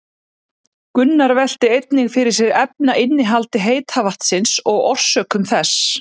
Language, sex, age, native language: Icelandic, female, 30-39, Icelandic